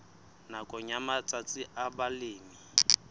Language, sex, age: Southern Sotho, male, 23